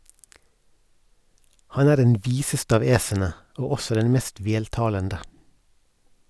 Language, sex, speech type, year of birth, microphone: Norwegian, male, read, 1970, Sennheiser